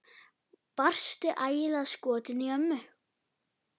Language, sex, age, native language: Icelandic, female, 9, Icelandic